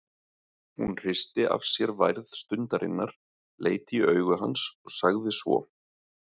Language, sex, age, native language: Icelandic, male, 30-39, Icelandic